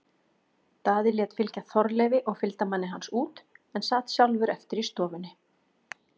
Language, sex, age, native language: Icelandic, female, 40-49, Icelandic